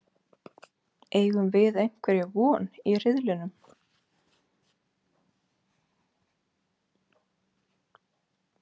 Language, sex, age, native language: Icelandic, female, 40-49, Icelandic